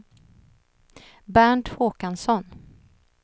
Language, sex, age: Swedish, female, 39